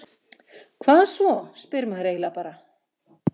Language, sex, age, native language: Icelandic, female, 50-59, Icelandic